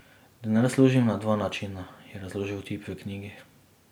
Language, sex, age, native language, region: Slovenian, male, 18-29, Slovenian, Drava region